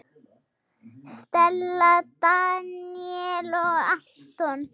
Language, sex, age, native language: Icelandic, female, 6, Icelandic